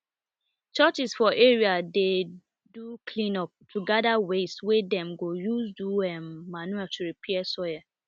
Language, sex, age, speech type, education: Nigerian Pidgin, female, 30-45, spontaneous, tertiary